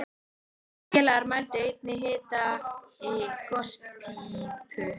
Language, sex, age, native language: Icelandic, female, 13, Icelandic